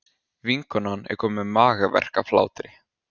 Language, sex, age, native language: Icelandic, male, 15, Icelandic